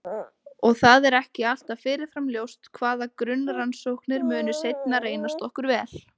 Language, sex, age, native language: Icelandic, female, 20-29, Icelandic